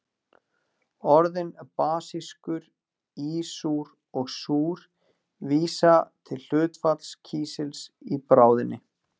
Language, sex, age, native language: Icelandic, male, 40-49, Icelandic